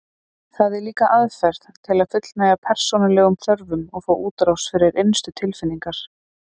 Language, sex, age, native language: Icelandic, female, 30-39, Icelandic